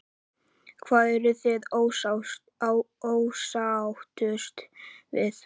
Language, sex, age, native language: Icelandic, male, 11, Icelandic